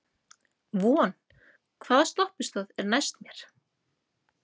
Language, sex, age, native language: Icelandic, female, 30-39, Icelandic